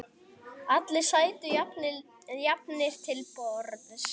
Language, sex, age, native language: Icelandic, male, 8, Icelandic